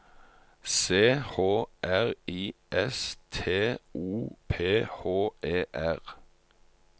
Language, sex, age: Norwegian, male, 45